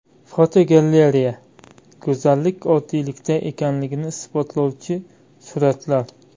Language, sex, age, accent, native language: Uzbek, male, 25-34, Toshkent viloyati, Uzbek